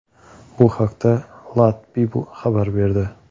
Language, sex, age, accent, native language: Uzbek, male, 18-24, Xorazm, Uzbek